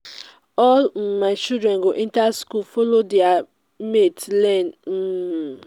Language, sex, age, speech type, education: Nigerian Pidgin, female, 15-29, spontaneous, tertiary